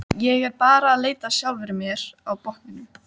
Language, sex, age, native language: Icelandic, female, 12, Icelandic